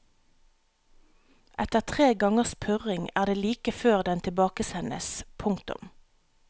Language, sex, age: Norwegian, female, 37